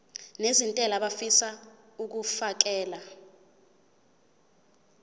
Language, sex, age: Zulu, female, 20